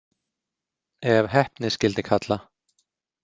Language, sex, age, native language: Icelandic, male, 40-49, Icelandic